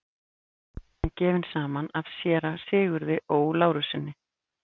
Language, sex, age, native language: Icelandic, female, 50-59, Icelandic